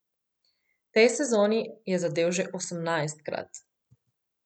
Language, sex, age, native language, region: Slovenian, female, 18-29, Slovenian, Coastal Karst region